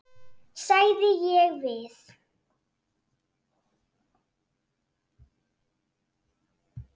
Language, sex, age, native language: Icelandic, female, 7, Icelandic